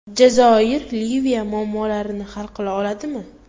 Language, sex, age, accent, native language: Uzbek, female, 18-24, Toshkent viloyati, Uzbek